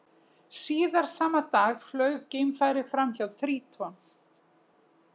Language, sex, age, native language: Icelandic, female, 60-69, Icelandic